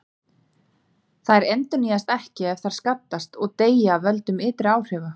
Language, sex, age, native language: Icelandic, female, 30-39, Icelandic